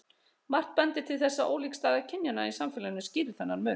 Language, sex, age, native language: Icelandic, male, 30-39, Icelandic